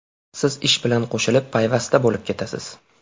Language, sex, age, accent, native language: Uzbek, male, 18-24, Farg'ona, Uzbek